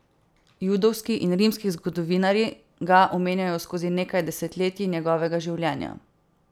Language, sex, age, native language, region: Slovenian, female, 18-29, Slovenian, Savinja region